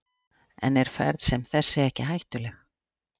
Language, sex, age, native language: Icelandic, female, 40-49, Icelandic